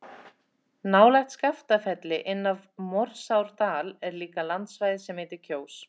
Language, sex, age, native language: Icelandic, female, 30-39, Icelandic